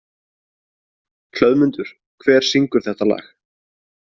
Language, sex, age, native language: Icelandic, male, 20-29, Icelandic